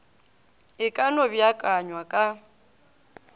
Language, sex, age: Northern Sotho, female, 18